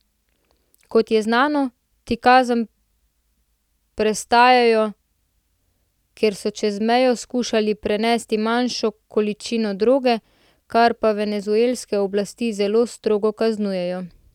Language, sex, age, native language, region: Slovenian, female, 18-29, Slovenian, Central Slovenia